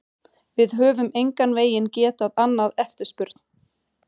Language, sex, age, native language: Icelandic, female, 40-49, Swedish